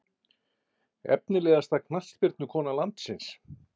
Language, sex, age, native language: Icelandic, male, 50-59, Icelandic